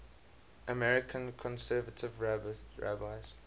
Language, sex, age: English, male, 20